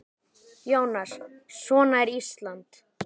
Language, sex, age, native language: Icelandic, male, 10, Icelandic